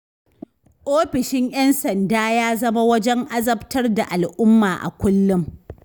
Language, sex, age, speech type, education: Hausa, female, 15-29, read, tertiary